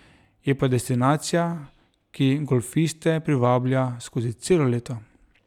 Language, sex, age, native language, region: Slovenian, male, 30-49, Slovenian, Drava region